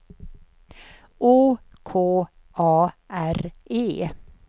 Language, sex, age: Swedish, female, 64